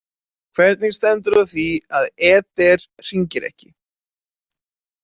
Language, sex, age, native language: Icelandic, male, 20-29, Icelandic